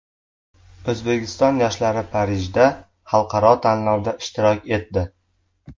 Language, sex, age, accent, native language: Uzbek, male, 18-24, Farg'ona, Uzbek